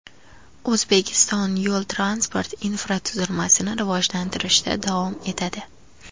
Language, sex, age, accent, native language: Uzbek, female, 18-24, Andijon, Uzbek